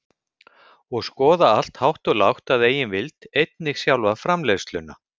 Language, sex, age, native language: Icelandic, male, 50-59, Icelandic